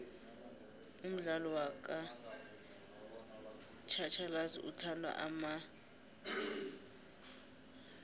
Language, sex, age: South Ndebele, female, 23